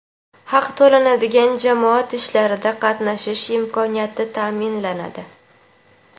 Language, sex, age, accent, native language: Uzbek, female, 18-24, Toshkent viloyati, Uzbek